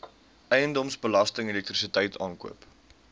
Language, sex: Afrikaans, male